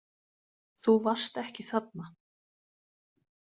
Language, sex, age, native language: Icelandic, female, 20-29, Icelandic